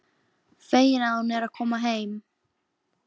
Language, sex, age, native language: Icelandic, female, 15, Icelandic